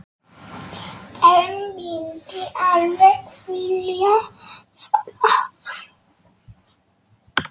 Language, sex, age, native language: Icelandic, male, 9, Polish